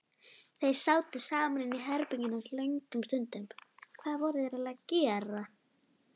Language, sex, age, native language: Icelandic, female, 11, Icelandic